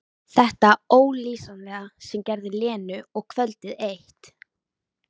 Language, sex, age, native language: Icelandic, female, 13, Icelandic